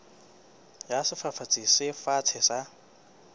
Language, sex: Southern Sotho, male